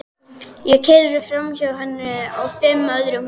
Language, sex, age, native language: Icelandic, male, 12, Icelandic